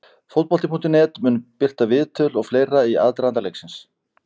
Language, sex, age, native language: Icelandic, male, 50-59, Icelandic